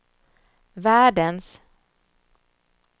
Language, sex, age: Swedish, female, 34